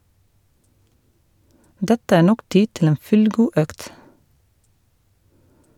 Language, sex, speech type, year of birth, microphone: Norwegian, female, read, 1971, Shure